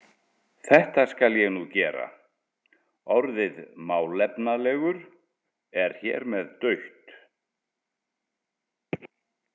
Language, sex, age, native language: Icelandic, male, 60-69, Icelandic